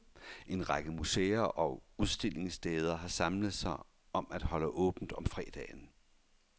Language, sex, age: Danish, male, 51